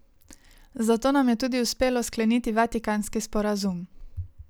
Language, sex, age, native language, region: Slovenian, female, 18-29, Slovenian, Savinja region